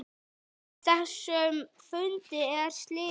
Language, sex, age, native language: Icelandic, female, 9, Icelandic